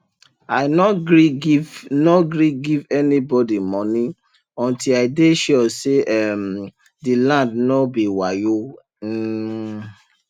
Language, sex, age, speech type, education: Nigerian Pidgin, male, 30-45, spontaneous, tertiary